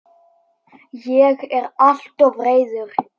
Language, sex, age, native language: Icelandic, male, 10, Icelandic